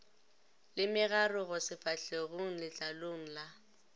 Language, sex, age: Northern Sotho, female, 19